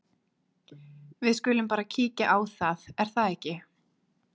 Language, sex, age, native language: Icelandic, female, 20-29, Icelandic